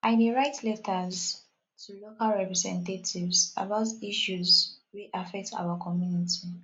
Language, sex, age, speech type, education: Nigerian Pidgin, female, 15-29, spontaneous, tertiary